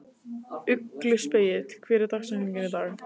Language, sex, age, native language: Icelandic, female, 15, Icelandic